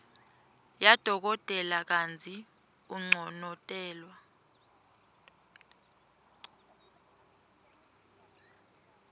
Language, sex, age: Swati, female, 21